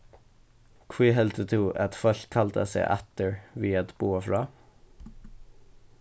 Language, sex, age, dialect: Faroese, male, 15-35, Suðurstreymoy